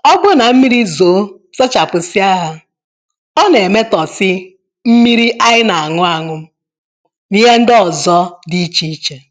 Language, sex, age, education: Igbo, female, 30-45, tertiary